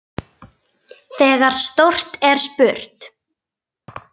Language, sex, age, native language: Icelandic, female, 9, Icelandic